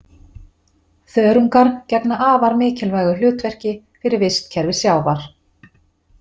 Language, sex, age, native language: Icelandic, female, 40-49, Icelandic